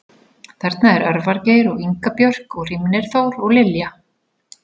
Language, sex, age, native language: Icelandic, female, 40-49, Icelandic